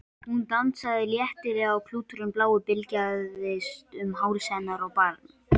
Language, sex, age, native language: Icelandic, male, 18-19, Icelandic